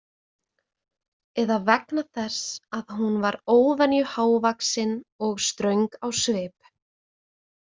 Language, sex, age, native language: Icelandic, female, 20-29, Icelandic